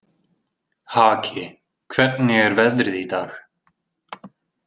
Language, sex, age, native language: Icelandic, male, 20-29, Icelandic